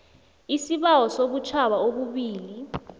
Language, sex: South Ndebele, female